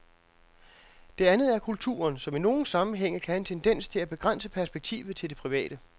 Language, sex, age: Danish, male, 42